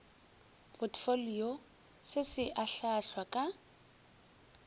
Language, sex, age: Northern Sotho, female, 20